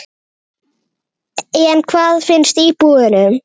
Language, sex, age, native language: Icelandic, male, 8, Icelandic